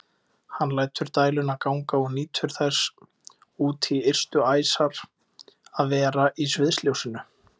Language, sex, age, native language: Icelandic, male, 20-29, Icelandic